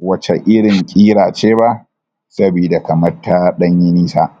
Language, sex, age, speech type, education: Hausa, male, 30-45, spontaneous, tertiary